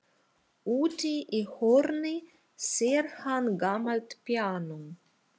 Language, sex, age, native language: Icelandic, female, 40-49, Russian